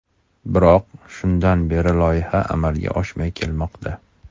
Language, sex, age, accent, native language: Uzbek, male, 35+, Toshkent shahri, Uzbek